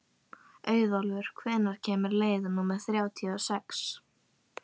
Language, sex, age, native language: Icelandic, female, 11, Icelandic